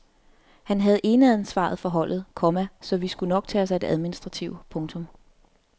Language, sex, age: Danish, female, 30